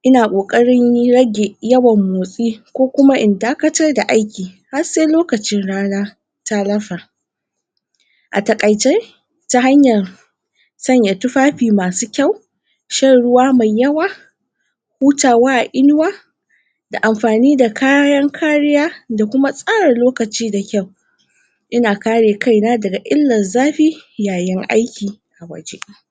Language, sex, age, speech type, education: Hausa, female, 60+, spontaneous, tertiary